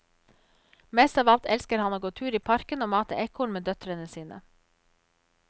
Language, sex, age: Norwegian, female, 34